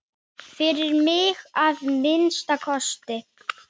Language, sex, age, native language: Icelandic, male, 9, Icelandic